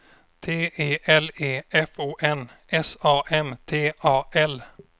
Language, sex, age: Swedish, male, 26